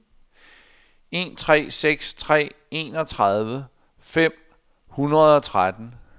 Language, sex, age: Danish, male, 60